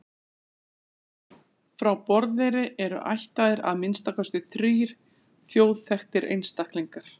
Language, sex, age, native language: Icelandic, female, 40-49, Icelandic